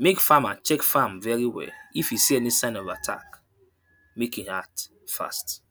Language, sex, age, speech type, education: Nigerian Pidgin, male, 30-45, spontaneous, tertiary